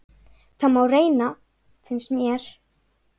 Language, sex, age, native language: Icelandic, female, 9, Icelandic